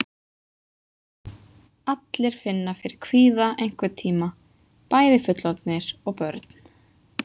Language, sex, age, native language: Icelandic, female, 20-29, Icelandic